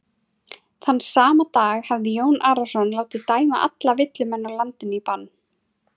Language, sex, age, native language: Icelandic, female, 30-39, Icelandic